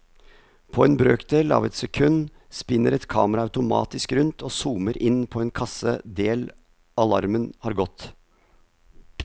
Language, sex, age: Norwegian, male, 50